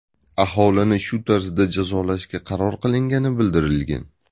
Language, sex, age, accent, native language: Uzbek, male, 25-34, Buxoro, Uzbek